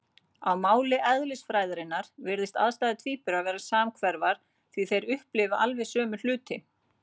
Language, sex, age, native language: Icelandic, female, 40-49, Icelandic